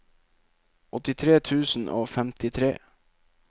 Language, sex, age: Norwegian, male, 27